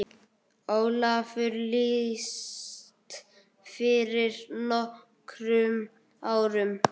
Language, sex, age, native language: Icelandic, male, 9, Icelandic